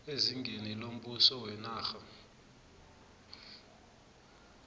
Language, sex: South Ndebele, male